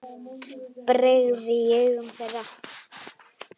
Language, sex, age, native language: Icelandic, female, 10, Icelandic